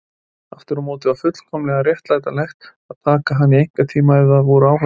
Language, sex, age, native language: Icelandic, male, 30-39, Icelandic